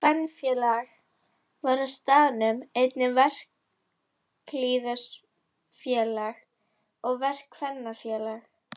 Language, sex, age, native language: Icelandic, female, 11, Icelandic